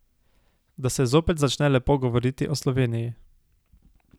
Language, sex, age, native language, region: Slovenian, male, 18-29, Slovenian, Savinja region